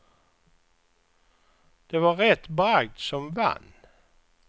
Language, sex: Swedish, male